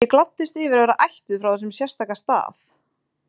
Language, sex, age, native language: Icelandic, female, 20-29, Icelandic